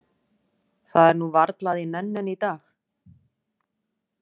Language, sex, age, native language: Icelandic, female, 40-49, Icelandic